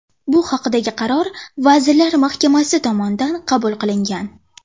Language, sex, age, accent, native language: Uzbek, female, under 19, Toshkent shahri, Uzbek